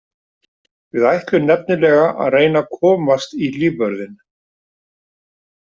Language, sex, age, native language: Icelandic, male, 50-59, Icelandic